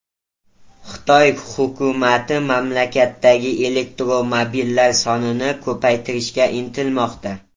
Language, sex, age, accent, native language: Uzbek, male, 18-24, Toshkent viloyati, Uzbek